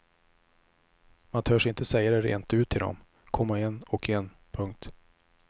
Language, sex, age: Swedish, male, 34